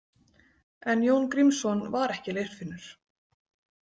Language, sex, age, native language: Icelandic, female, 40-49, Icelandic